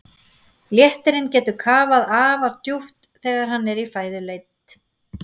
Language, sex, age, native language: Icelandic, female, 40-49, Icelandic